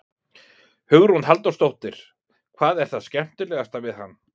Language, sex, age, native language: Icelandic, male, 40-49, Icelandic